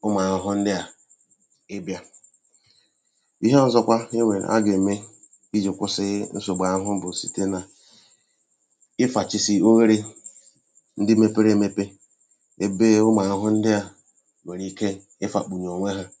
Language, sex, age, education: Igbo, male, 30-45, tertiary